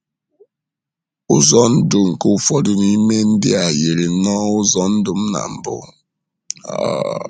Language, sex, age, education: Igbo, male, 15-29, secondary